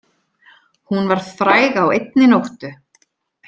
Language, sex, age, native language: Icelandic, female, 30-39, Icelandic